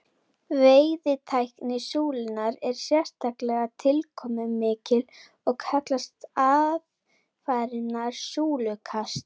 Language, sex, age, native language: Icelandic, female, 30-39, Icelandic